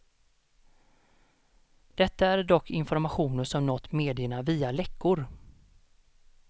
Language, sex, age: Swedish, male, 32